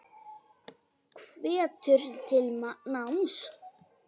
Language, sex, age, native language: Icelandic, female, 9, Icelandic